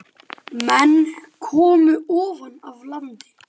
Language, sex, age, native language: Icelandic, male, 8, Icelandic